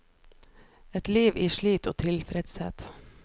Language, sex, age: Norwegian, female, 29